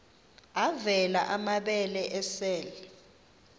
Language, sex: Xhosa, female